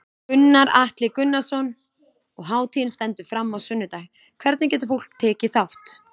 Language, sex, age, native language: Icelandic, female, 20-29, Icelandic